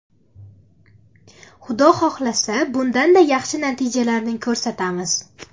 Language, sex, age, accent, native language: Uzbek, female, under 19, Andijon, Uzbek